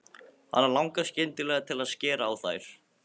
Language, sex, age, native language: Icelandic, male, 15, Icelandic